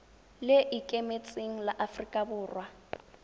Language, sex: Tswana, female